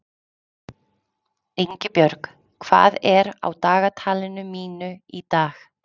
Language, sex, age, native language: Icelandic, female, 30-39, Icelandic